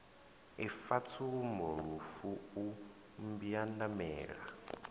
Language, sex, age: Venda, male, 23